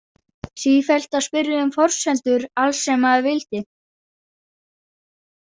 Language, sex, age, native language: Icelandic, female, 40-49, Icelandic